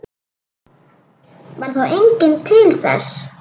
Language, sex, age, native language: Icelandic, female, 10, Icelandic